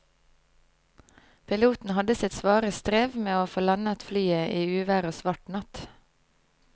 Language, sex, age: Norwegian, female, 25